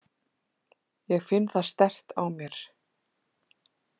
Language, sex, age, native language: Icelandic, female, 30-39, Icelandic